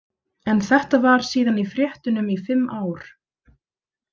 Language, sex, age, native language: Icelandic, female, 30-39, Icelandic